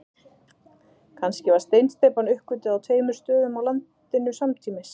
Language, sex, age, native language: Icelandic, female, 30-39, Icelandic